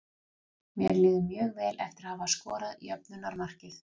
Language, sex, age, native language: Icelandic, female, 40-49, Icelandic